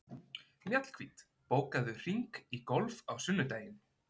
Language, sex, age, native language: Icelandic, male, 20-29, Icelandic